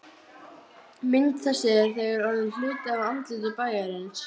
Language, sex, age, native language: Icelandic, female, 12, Icelandic